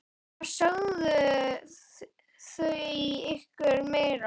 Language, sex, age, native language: Icelandic, male, 10, Icelandic